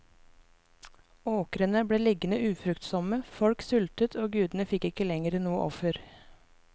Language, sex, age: Norwegian, female, 24